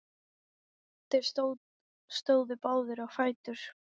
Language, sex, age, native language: Icelandic, female, 10, Icelandic